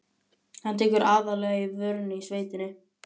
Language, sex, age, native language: Icelandic, male, 11, Icelandic